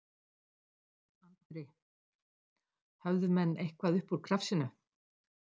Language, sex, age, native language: Icelandic, female, 60-69, Icelandic